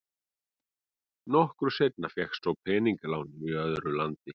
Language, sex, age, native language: Icelandic, male, 40-49, Icelandic